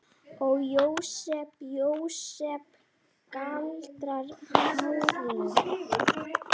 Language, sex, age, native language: Icelandic, female, 10, Icelandic